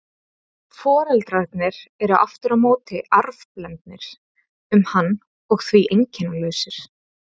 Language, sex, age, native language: Icelandic, female, 30-39, Icelandic